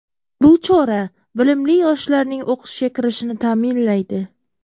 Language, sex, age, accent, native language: Uzbek, female, 25-34, Qoraqalpog'iston, Uzbek